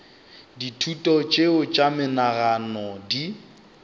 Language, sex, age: Northern Sotho, male, 25